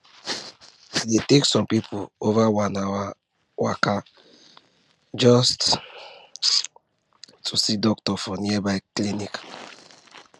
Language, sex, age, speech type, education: Nigerian Pidgin, male, 15-29, spontaneous, tertiary